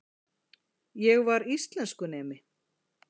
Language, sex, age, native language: Icelandic, female, 40-49, Icelandic